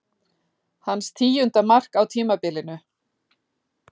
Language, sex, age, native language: Icelandic, female, 40-49, Icelandic